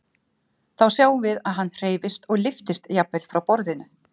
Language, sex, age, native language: Icelandic, female, 50-59, Icelandic